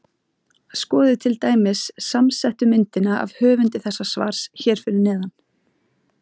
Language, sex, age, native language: Icelandic, female, 30-39, Icelandic